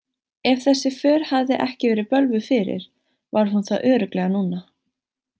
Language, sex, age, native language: Icelandic, female, 18-19, Icelandic